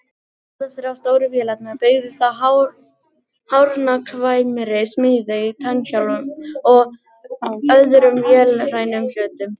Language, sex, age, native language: Icelandic, female, 18-19, Icelandic